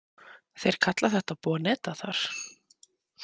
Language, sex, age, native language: Icelandic, female, 20-29, Icelandic